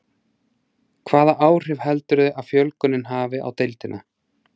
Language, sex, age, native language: Icelandic, male, 30-39, Icelandic